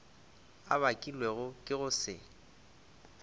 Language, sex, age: Northern Sotho, male, 25